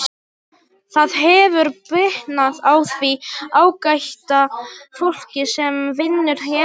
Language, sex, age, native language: Icelandic, other, 18-19, Polish